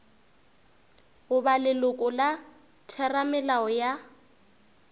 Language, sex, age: Northern Sotho, female, 24